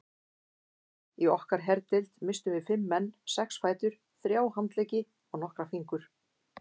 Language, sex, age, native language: Icelandic, female, 50-59, Icelandic